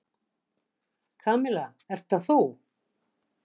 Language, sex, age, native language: Icelandic, female, 60-69, Icelandic